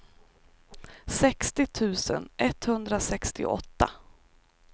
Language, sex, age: Swedish, female, 38